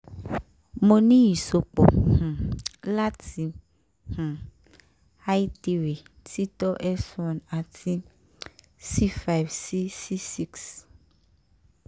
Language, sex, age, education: Yoruba, female, 15-29, tertiary